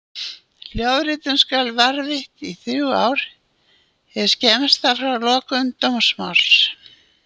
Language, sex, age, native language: Icelandic, female, 80-89, Icelandic